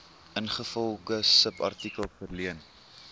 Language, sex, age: Afrikaans, male, 19